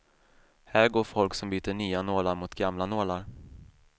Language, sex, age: Swedish, male, 28